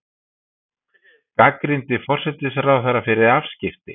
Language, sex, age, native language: Icelandic, male, 50-59, Icelandic